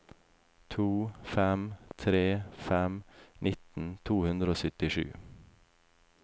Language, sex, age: Norwegian, male, 28